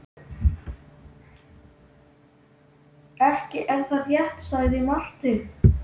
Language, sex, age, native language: Icelandic, male, 12, Icelandic